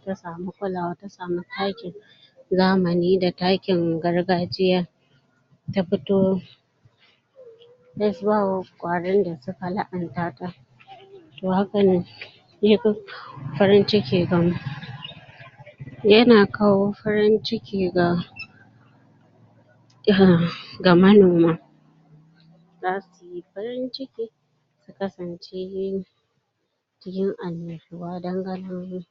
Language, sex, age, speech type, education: Hausa, female, 46-60, spontaneous, tertiary